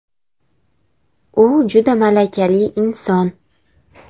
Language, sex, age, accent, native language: Uzbek, female, 18-24, Andijon, Uzbek